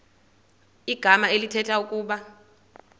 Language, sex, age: Xhosa, female, 30